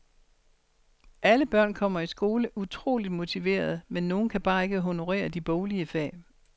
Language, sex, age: Danish, female, 60